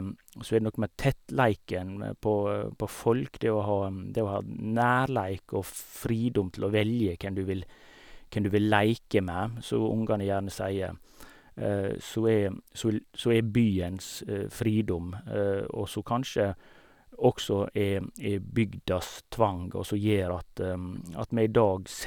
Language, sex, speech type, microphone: Norwegian, male, spontaneous, Sennheiser